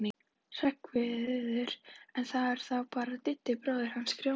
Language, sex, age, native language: Icelandic, female, 11, Icelandic